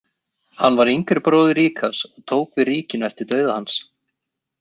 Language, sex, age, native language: Icelandic, male, 20-29, Icelandic